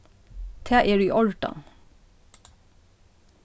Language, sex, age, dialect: Faroese, female, 36-60, Norðuroyggjar